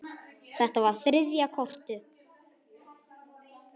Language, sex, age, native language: Icelandic, male, 10, Icelandic